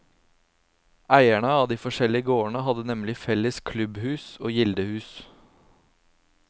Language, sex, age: Norwegian, male, 27